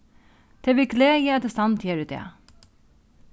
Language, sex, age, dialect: Faroese, female, 36-60, Norðuroyggjar